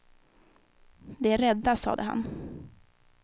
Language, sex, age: Swedish, female, 19